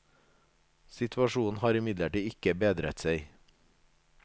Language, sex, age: Norwegian, male, 37